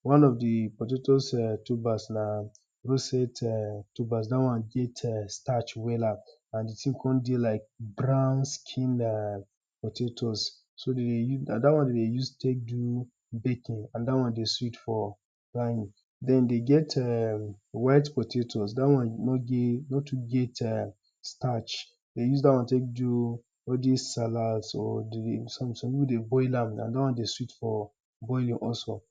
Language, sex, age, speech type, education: Nigerian Pidgin, male, 15-29, spontaneous, tertiary